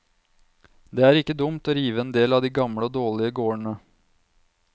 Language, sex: Norwegian, male